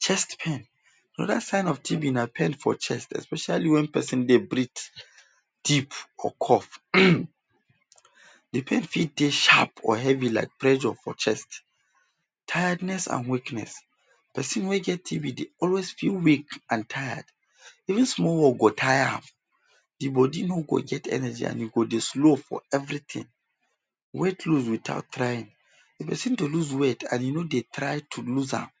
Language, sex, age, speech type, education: Nigerian Pidgin, male, 15-29, spontaneous, tertiary